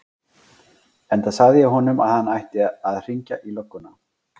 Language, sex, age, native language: Icelandic, male, 40-49, Icelandic